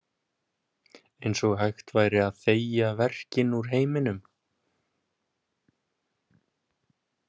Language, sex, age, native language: Icelandic, male, 20-29, Icelandic